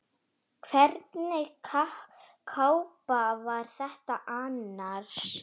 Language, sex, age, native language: Icelandic, female, 10, Icelandic